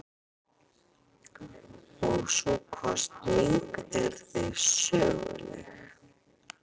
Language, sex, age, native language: Icelandic, female, 40-49, Icelandic